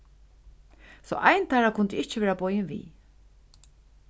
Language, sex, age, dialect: Faroese, female, 36-60, Suðurstreymoy